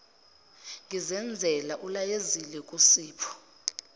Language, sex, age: Zulu, female, 25